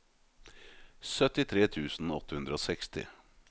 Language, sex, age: Norwegian, male, 38